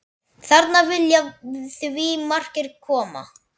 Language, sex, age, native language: Icelandic, male, 10, Icelandic